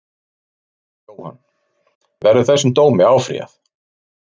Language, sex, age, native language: Icelandic, male, 40-49, Icelandic